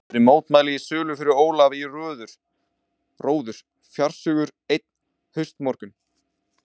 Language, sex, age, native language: Icelandic, male, 20-29, Icelandic